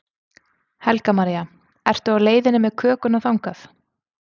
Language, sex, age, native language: Icelandic, female, 30-39, Icelandic